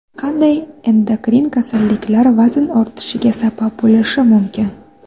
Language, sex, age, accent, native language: Uzbek, female, 25-34, Samarqand, Uzbek